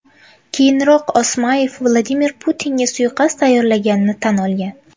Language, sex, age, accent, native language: Uzbek, female, 18-24, Qashqadaryo, Uzbek